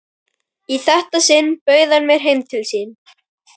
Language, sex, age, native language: Icelandic, male, 12, Icelandic